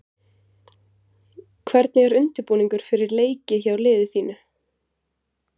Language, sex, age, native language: Icelandic, female, 20-29, Icelandic